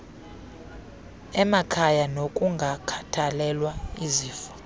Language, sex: Xhosa, female